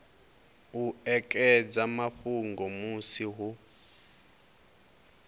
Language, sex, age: Venda, male, 22